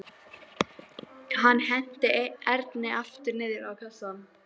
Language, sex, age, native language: Icelandic, female, 12, Icelandic